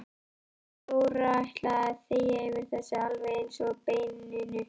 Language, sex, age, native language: Icelandic, female, 11, Icelandic